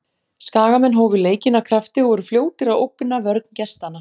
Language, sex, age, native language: Icelandic, female, 40-49, Icelandic